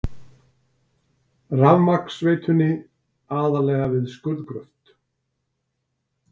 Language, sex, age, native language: Icelandic, male, 60-69, Icelandic